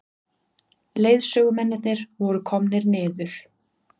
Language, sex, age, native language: Icelandic, female, 30-39, Icelandic